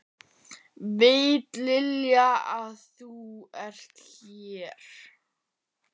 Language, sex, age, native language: Icelandic, male, 11, Icelandic